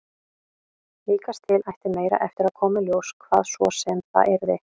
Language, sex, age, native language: Icelandic, female, 18-19, Icelandic